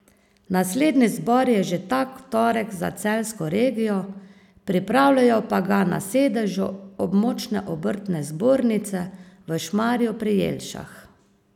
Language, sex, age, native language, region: Slovenian, female, 50-59, Slovenian, Savinja region